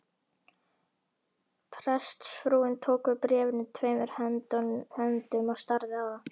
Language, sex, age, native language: Icelandic, male, 11, Icelandic